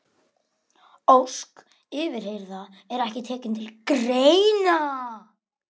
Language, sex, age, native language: Icelandic, male, 11, Icelandic